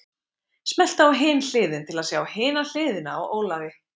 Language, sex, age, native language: Icelandic, female, 20-29, Icelandic